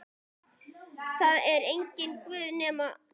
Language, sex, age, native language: Icelandic, female, 11, Icelandic